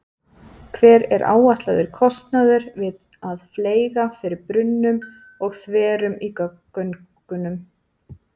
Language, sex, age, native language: Icelandic, female, 30-39, Icelandic